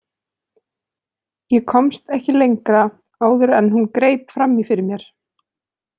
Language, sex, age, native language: Icelandic, female, 20-29, Icelandic